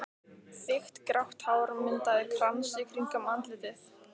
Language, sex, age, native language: Icelandic, female, 15, Icelandic